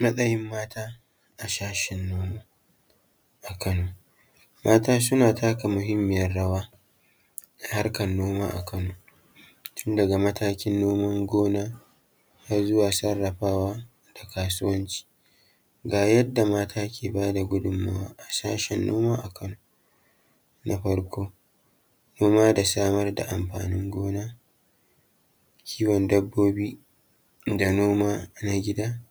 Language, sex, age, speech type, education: Hausa, male, 30-45, spontaneous, tertiary